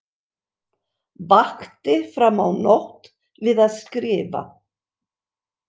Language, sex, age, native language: Icelandic, female, 60-69, Icelandic